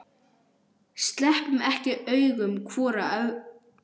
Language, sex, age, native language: Icelandic, male, 12, Icelandic